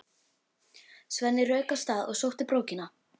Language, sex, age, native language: Icelandic, female, 12, Icelandic